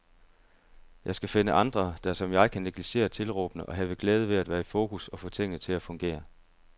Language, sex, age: Danish, male, 30